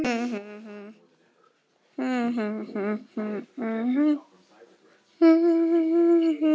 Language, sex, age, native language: Icelandic, female, 7, Icelandic